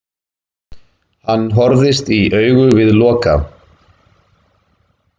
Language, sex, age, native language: Icelandic, male, 50-59, Icelandic